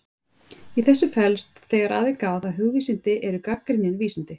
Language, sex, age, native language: Icelandic, female, 30-39, Icelandic